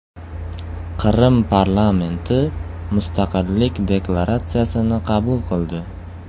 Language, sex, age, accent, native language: Uzbek, male, 18-24, Qoraqalpog'iston, Uzbek